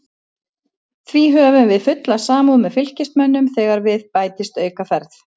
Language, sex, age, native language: Icelandic, female, 50-59, Icelandic